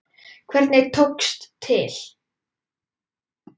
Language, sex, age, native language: Icelandic, male, 10, Icelandic